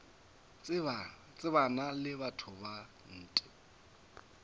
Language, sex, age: Northern Sotho, male, 22